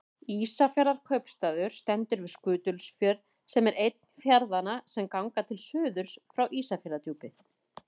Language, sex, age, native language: Icelandic, female, 30-39, Icelandic